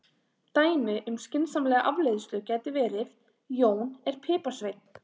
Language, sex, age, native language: Icelandic, female, 30-39, Icelandic